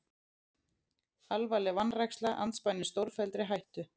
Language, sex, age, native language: Icelandic, female, 30-39, Icelandic